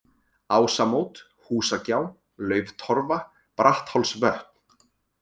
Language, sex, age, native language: Icelandic, male, 20-29, Icelandic